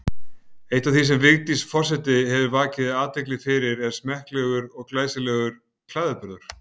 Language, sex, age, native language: Icelandic, male, 50-59, Icelandic